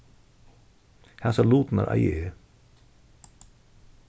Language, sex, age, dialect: Faroese, male, 61+, Suðurstreymoy